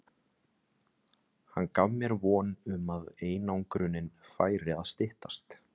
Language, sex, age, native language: Icelandic, male, 30-39, Icelandic